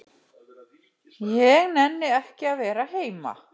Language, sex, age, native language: Icelandic, male, 15, Icelandic